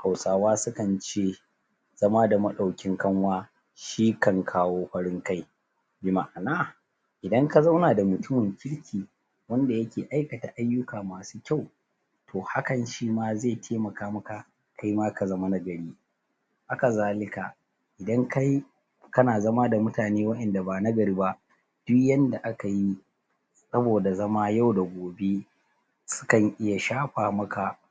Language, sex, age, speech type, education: Hausa, male, 30-45, spontaneous, tertiary